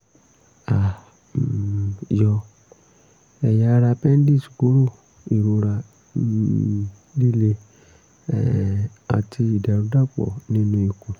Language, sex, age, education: Yoruba, male, 30-45, tertiary